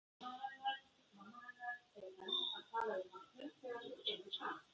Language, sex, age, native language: Icelandic, female, 50-59, Icelandic